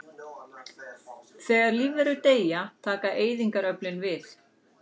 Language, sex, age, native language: Icelandic, female, 40-49, Icelandic